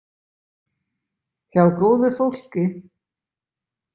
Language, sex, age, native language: Icelandic, male, 20-29, Icelandic